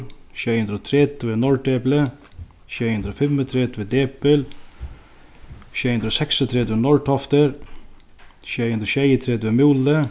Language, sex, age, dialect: Faroese, male, 36-60, Sandoy